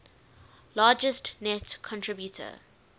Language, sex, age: English, female, 19